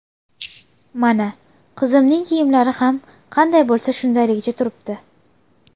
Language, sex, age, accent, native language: Uzbek, female, under 19, Surxondaryo, Uzbek